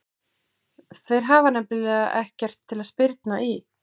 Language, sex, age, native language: Icelandic, female, 40-49, Icelandic